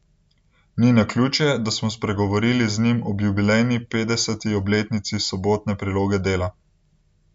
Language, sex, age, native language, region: Slovenian, male, 18-29, Slovenian, Central Slovenia